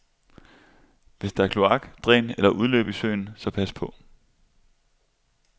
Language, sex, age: Danish, male, 25